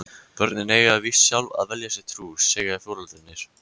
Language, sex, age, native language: Icelandic, male, 14, Icelandic